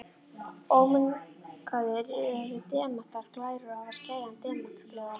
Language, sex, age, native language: Icelandic, female, 11, Icelandic